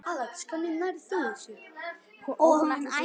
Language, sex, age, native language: Icelandic, male, 10, Icelandic